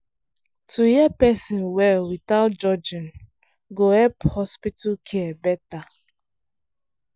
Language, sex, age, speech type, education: Nigerian Pidgin, female, 15-29, spontaneous, tertiary